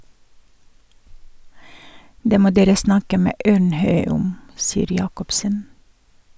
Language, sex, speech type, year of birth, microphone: Norwegian, female, read, 1951, Sennheiser